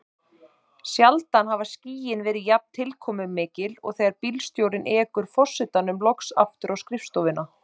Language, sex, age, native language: Icelandic, male, 30-39, Icelandic